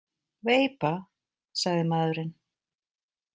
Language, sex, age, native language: Icelandic, female, 40-49, Icelandic